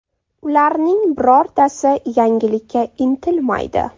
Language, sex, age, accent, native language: Uzbek, female, 18-24, Toshkent shahri, Uzbek